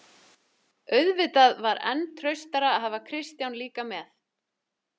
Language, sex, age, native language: Icelandic, female, 30-39, Icelandic